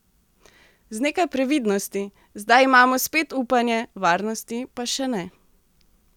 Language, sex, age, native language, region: Slovenian, female, 18-29, Slovenian, Central Slovenia